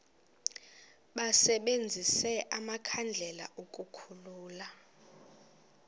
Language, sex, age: Xhosa, female, 24